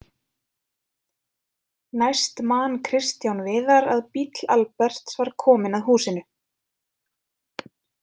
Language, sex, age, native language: Icelandic, female, 20-29, Icelandic